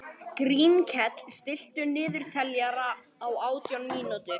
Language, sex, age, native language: Icelandic, male, 18-19, Icelandic